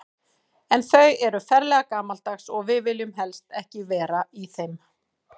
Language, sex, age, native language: Icelandic, female, 40-49, Icelandic